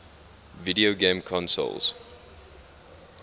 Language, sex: English, male